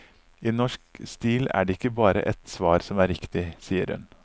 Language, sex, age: Norwegian, male, 39